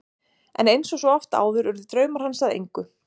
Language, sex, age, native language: Icelandic, female, 30-39, Icelandic